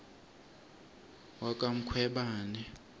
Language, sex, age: South Ndebele, male, 22